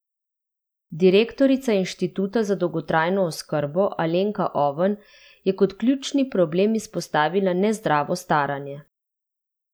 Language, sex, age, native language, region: Slovenian, female, 30-49, Slovenian, Central Slovenia